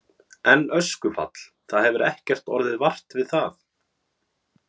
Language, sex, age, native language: Icelandic, male, 30-39, Icelandic